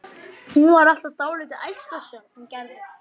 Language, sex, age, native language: Icelandic, male, 12, Icelandic